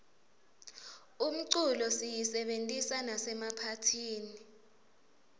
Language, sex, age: Swati, female, 20